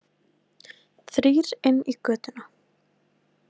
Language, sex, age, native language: Icelandic, female, 18-19, Icelandic